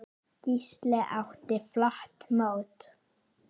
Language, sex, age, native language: Icelandic, female, 9, Icelandic